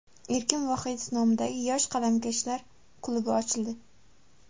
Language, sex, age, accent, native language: Uzbek, female, 19-29, Samarqand, Uzbek